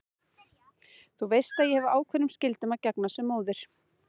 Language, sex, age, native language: Icelandic, female, 30-39, Icelandic